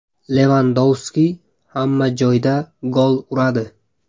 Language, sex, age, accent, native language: Uzbek, male, 18-24, Buxoro, Uzbek